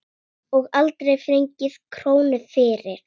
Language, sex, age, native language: Icelandic, female, 8, Icelandic